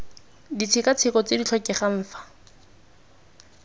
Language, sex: Tswana, female